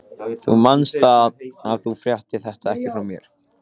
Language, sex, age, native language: Icelandic, male, 14, Icelandic